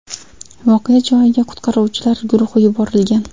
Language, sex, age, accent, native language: Uzbek, female, 18-24, Andijon, Uzbek